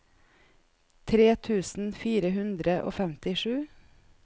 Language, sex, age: Norwegian, female, 41